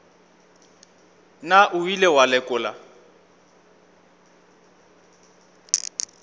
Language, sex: Northern Sotho, male